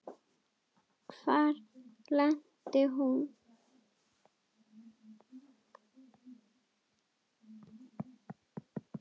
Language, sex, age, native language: Icelandic, female, 10, Icelandic